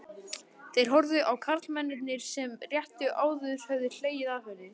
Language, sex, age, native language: Icelandic, male, 40-49, Icelandic